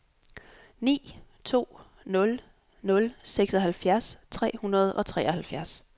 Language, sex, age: Danish, female, 26